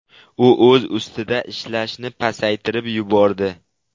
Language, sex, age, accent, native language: Uzbek, male, 12-17, Qashqadaryo, Uzbek